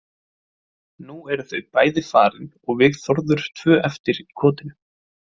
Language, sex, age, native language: Icelandic, male, 20-29, Icelandic